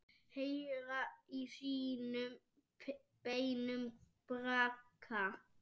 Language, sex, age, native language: Icelandic, male, 7, Icelandic